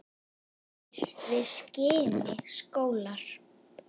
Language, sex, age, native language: Icelandic, female, 8, Icelandic